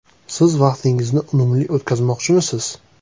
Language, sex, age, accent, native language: Uzbek, male, 25-34, Toshkent shahri, Uzbek